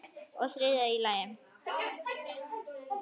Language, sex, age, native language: Icelandic, female, 9, Icelandic